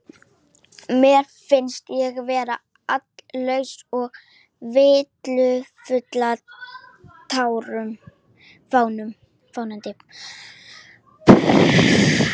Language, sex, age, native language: Icelandic, female, 12, Icelandic